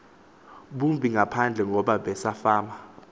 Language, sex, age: Xhosa, male, 24